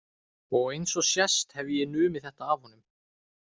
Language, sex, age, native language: Icelandic, male, 20-29, Icelandic